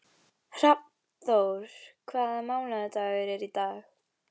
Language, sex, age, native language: Icelandic, female, 11, Icelandic